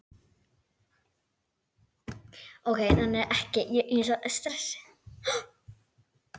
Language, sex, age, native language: Icelandic, female, 10, Icelandic